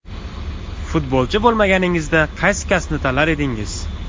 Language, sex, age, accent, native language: Uzbek, male, 18-24, Toshkent viloyati, Uzbek